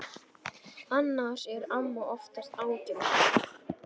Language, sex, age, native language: Icelandic, male, 10, Icelandic